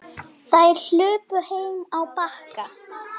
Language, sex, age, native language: Icelandic, female, 8, Icelandic